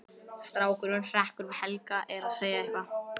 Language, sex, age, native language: Icelandic, male, 11, Icelandic